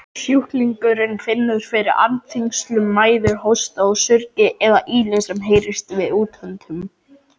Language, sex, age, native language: Icelandic, male, 18-19, Icelandic